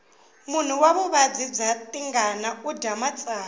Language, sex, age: Tsonga, female, 19